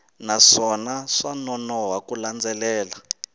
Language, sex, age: Tsonga, male, 19